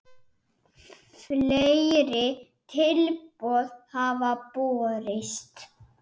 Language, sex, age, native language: Icelandic, male, 7, Icelandic